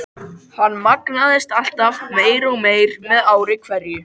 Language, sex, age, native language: Icelandic, male, 13, Icelandic